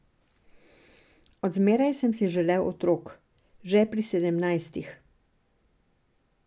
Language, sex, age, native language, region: Slovenian, female, 60+, Serbian, Drava region